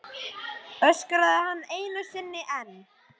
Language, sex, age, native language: Icelandic, male, 10, Icelandic